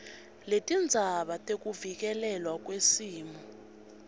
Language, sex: Swati, female